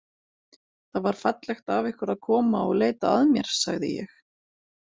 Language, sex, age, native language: Icelandic, female, 40-49, Icelandic